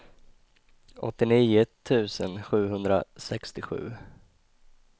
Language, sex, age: Swedish, male, 20